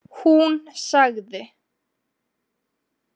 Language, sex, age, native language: Icelandic, female, 20-29, Icelandic